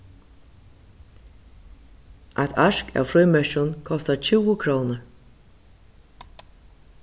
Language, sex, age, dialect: Faroese, female, 36-60, Suðurstreymoy